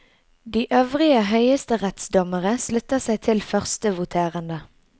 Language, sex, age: Norwegian, female, 22